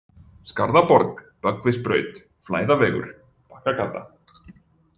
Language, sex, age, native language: Icelandic, male, 40-49, Icelandic